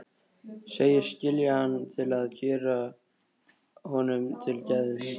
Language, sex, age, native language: Icelandic, male, 13, Icelandic